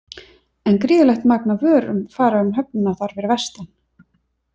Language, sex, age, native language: Icelandic, female, 30-39, Icelandic